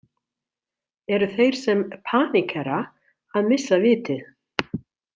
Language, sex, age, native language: Icelandic, female, 60-69, Icelandic